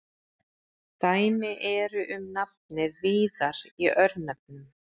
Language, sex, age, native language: Icelandic, female, 30-39, Icelandic